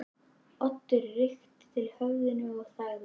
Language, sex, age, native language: Icelandic, female, 11, Icelandic